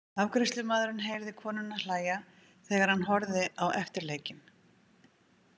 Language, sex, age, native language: Icelandic, female, 50-59, Icelandic